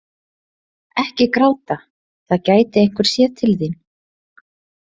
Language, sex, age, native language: Icelandic, female, 30-39, Icelandic